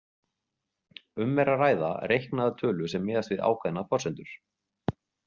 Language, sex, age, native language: Icelandic, male, 40-49, Icelandic